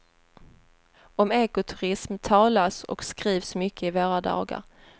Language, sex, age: Swedish, female, 30